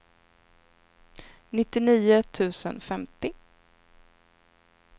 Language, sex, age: Swedish, female, 26